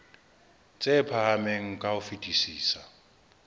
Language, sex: Southern Sotho, male